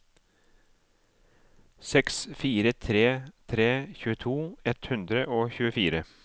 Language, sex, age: Norwegian, male, 37